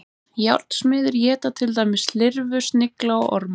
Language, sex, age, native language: Icelandic, male, 20-29, Icelandic